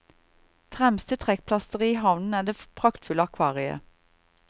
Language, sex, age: Norwegian, female, 38